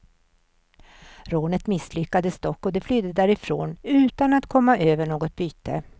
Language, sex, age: Swedish, female, 64